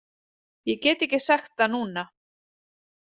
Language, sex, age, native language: Icelandic, female, 30-39, Icelandic